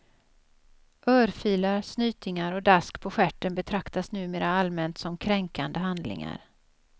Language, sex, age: Swedish, female, 56